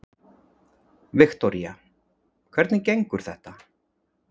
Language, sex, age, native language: Icelandic, male, 40-49, Icelandic